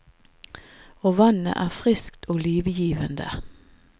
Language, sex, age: Norwegian, female, 50